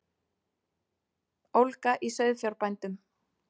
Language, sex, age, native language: Icelandic, female, 30-39, Icelandic